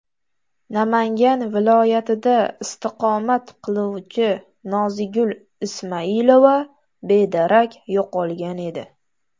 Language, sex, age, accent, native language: Uzbek, female, 18-24, Toshkent viloyati, Uzbek